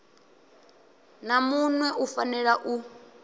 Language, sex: Venda, male